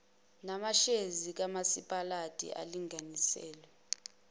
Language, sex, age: Zulu, female, 21